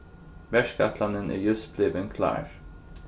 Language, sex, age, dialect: Faroese, male, 15-35, Suðurstreymoy